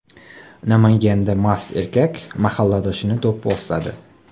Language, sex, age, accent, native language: Uzbek, male, 18-24, Xorazm, Uzbek